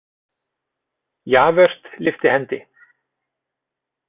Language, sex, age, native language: Icelandic, male, 40-49, Icelandic